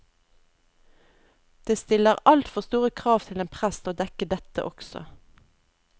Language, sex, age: Norwegian, female, 32